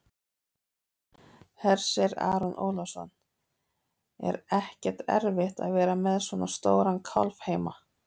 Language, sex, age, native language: Icelandic, female, 30-39, Icelandic